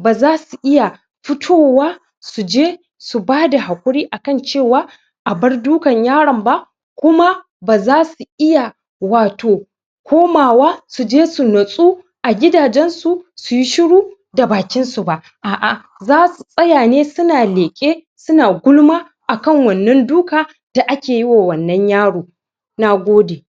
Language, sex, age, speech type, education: Hausa, male, 15-29, spontaneous, secondary